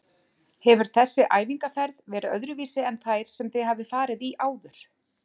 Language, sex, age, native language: Icelandic, female, 40-49, Icelandic